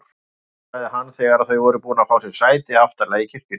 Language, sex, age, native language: Icelandic, male, 50-59, Icelandic